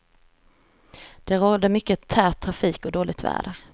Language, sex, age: Swedish, female, 34